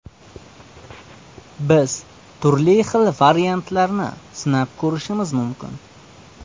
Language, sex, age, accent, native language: Uzbek, male, 25-34, Surxondaryo, Uzbek